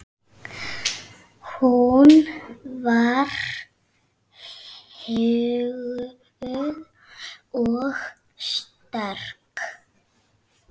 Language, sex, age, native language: Icelandic, female, 6, Icelandic